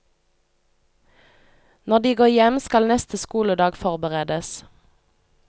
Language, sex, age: Norwegian, female, 25